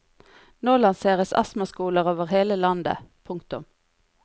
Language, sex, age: Norwegian, female, 40